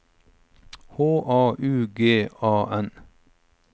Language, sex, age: Norwegian, male, 45